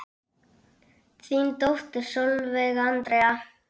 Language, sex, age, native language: Icelandic, female, 9, Icelandic